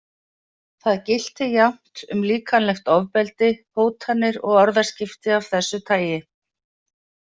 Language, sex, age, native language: Icelandic, female, 50-59, Icelandic